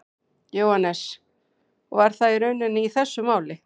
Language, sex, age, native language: Icelandic, female, 40-49, Icelandic